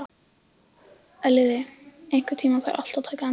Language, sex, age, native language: Icelandic, female, 15, Icelandic